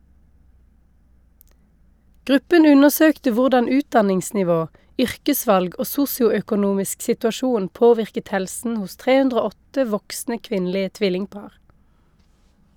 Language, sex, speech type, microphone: Norwegian, female, read, Shure